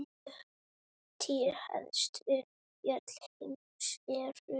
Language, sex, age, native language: Icelandic, female, 9, Icelandic